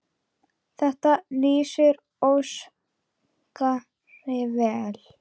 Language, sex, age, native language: Icelandic, female, 9, Icelandic